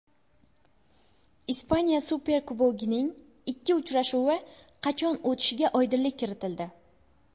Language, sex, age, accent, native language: Uzbek, female, under 19, Buxoro, Uzbek